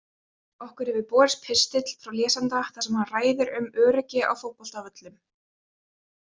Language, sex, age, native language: Icelandic, female, 20-29, Icelandic